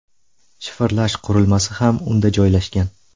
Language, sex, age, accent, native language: Uzbek, male, 18-24, Buxoro, Uzbek